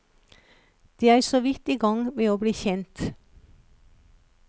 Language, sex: Norwegian, female